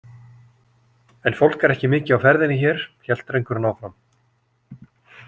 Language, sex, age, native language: Icelandic, male, 40-49, Icelandic